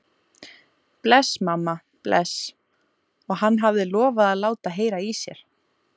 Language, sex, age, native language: Icelandic, female, 20-29, Icelandic